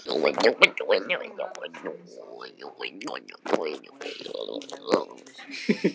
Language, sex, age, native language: Icelandic, other, 60-69, Icelandic